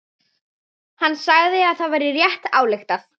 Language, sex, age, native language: Icelandic, female, 11, Icelandic